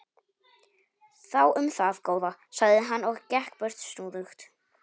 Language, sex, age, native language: Icelandic, male, 18-19, Polish